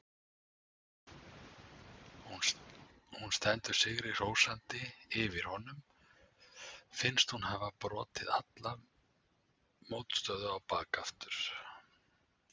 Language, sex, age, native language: Icelandic, male, 60-69, Icelandic